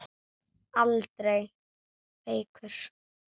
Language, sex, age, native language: Icelandic, female, 9, Icelandic